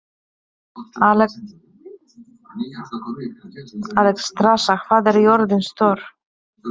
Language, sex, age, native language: Icelandic, female, 30-39, Polish